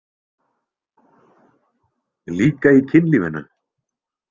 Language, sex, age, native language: Icelandic, male, 20-29, Icelandic